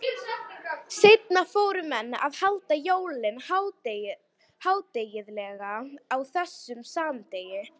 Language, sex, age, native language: Icelandic, female, 18-19, Icelandic